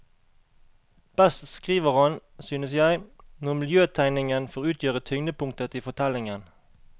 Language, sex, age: Norwegian, male, 38